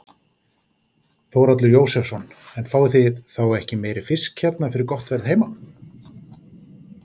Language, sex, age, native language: Icelandic, male, 40-49, Icelandic